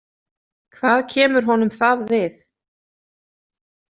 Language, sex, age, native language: Icelandic, female, 30-39, Icelandic